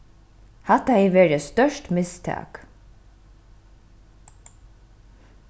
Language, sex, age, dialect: Faroese, female, 36-60, Norðuroyggjar